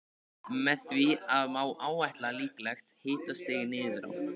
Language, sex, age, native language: Icelandic, male, 15, Icelandic